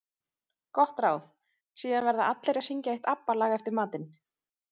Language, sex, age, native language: Icelandic, female, 30-39, Icelandic